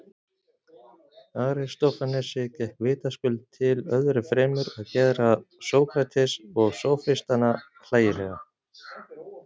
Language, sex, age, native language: Icelandic, male, 40-49, Icelandic